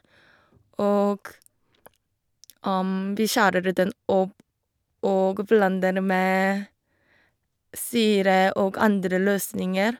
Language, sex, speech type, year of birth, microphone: Norwegian, female, spontaneous, 1989, Shure